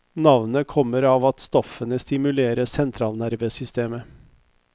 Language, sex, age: Norwegian, male, 50